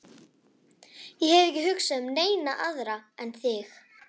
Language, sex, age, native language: Icelandic, female, 11, Icelandic